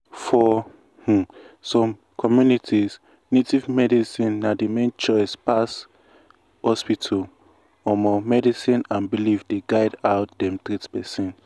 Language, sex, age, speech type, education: Nigerian Pidgin, male, 15-29, spontaneous, tertiary